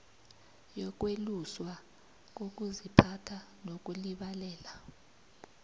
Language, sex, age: South Ndebele, female, 29